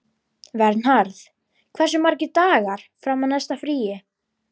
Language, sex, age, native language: Icelandic, female, 12, Icelandic